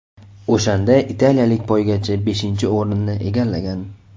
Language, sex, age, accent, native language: Uzbek, male, 25-34, Toshkent shahri, Uzbek